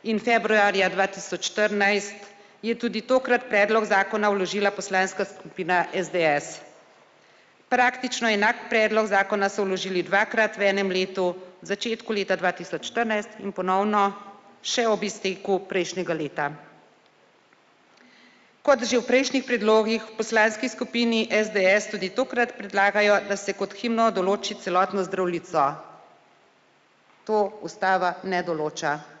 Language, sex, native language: Slovenian, female, Slovenian